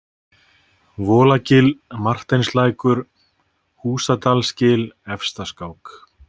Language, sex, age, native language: Icelandic, male, 30-39, Icelandic